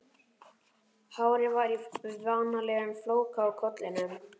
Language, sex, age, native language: Icelandic, male, 11, Icelandic